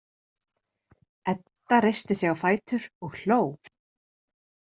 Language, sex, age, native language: Icelandic, female, 30-39, Icelandic